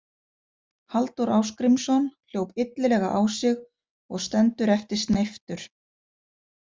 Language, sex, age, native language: Icelandic, female, 50-59, Icelandic